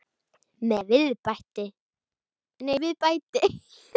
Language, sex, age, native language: Icelandic, female, 30-39, Icelandic